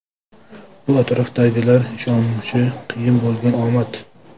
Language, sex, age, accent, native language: Uzbek, male, 25-34, Jizzax, Uzbek